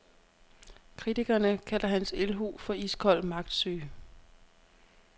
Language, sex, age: Danish, female, 32